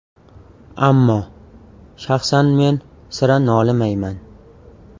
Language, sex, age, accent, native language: Uzbek, male, 18-24, Toshkent viloyati, Uzbek